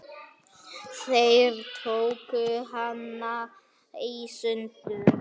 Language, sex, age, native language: Icelandic, male, 8, Icelandic